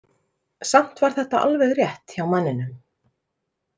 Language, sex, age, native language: Icelandic, female, 30-39, Icelandic